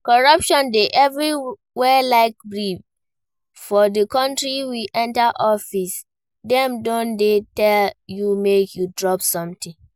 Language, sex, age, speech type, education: Nigerian Pidgin, female, 15-29, read, primary